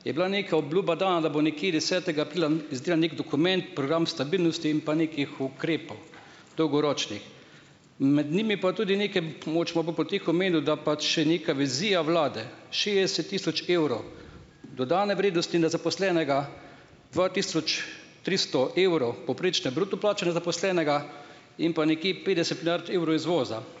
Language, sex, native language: Slovenian, male, Slovenian